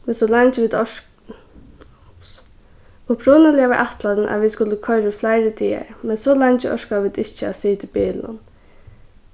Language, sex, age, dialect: Faroese, female, 15-35, Suðurstreymoy